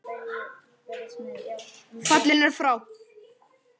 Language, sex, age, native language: Icelandic, male, 9, Icelandic